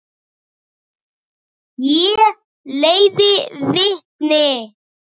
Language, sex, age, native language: Icelandic, male, 9, Icelandic